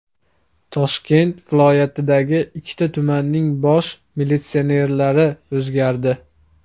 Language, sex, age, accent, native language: Uzbek, male, 18-24, Andijon, Uzbek